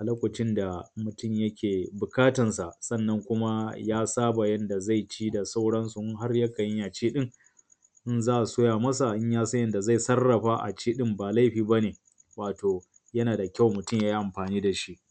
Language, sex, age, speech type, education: Hausa, male, 30-45, spontaneous, tertiary